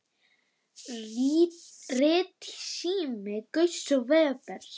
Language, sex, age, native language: Icelandic, female, 9, Icelandic